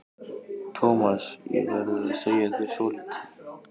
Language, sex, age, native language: Icelandic, male, 15, Icelandic